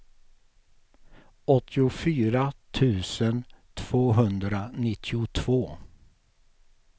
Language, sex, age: Swedish, male, 48